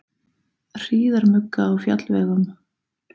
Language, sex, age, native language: Icelandic, female, 30-39, Icelandic